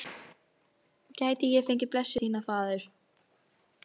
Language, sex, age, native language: Icelandic, female, 11, Icelandic